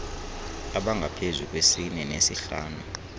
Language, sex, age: Xhosa, male, 31